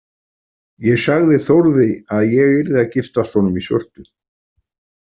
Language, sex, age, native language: Icelandic, male, 40-49, Icelandic